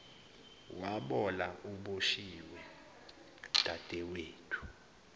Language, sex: Zulu, male